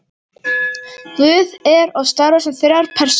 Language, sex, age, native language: Icelandic, female, 18-19, Icelandic